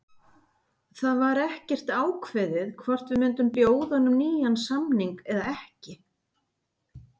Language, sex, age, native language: Icelandic, female, 50-59, Icelandic